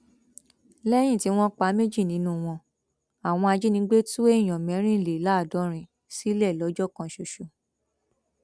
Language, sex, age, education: Yoruba, female, 15-29, tertiary